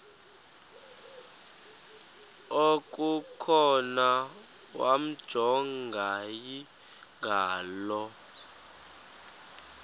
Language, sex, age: Xhosa, male, 23